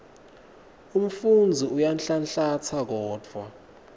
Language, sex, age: Swati, male, 19